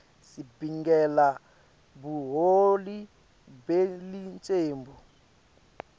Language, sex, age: Swati, male, 22